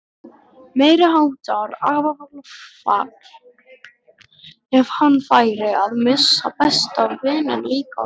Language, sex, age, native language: Icelandic, male, 12, Icelandic